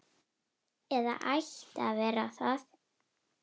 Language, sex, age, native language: Icelandic, female, 9, Icelandic